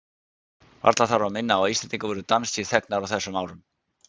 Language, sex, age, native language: Icelandic, male, 60-69, Icelandic